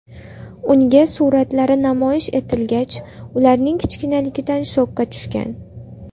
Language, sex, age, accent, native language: Uzbek, female, 19-29, Andijon, Uzbek